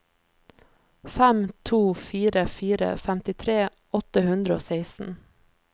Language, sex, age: Norwegian, female, 26